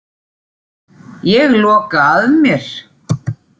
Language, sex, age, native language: Icelandic, female, 40-49, Icelandic